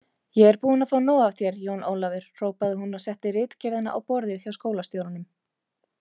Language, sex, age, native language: Icelandic, female, 30-39, Icelandic